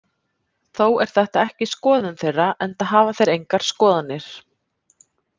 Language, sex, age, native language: Icelandic, female, 30-39, Icelandic